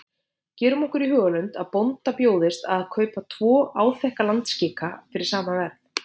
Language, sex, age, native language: Icelandic, female, 50-59, Icelandic